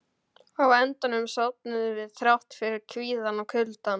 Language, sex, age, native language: Icelandic, male, 12, Icelandic